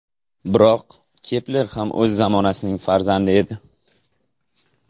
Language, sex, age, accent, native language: Uzbek, male, 18-24, Jizzax, Uzbek